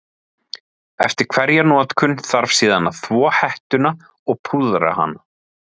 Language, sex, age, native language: Icelandic, male, 30-39, Icelandic